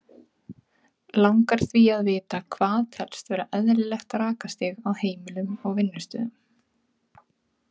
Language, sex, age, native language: Icelandic, female, 30-39, Icelandic